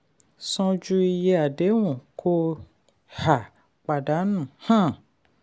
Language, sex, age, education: Yoruba, female, 30-45, tertiary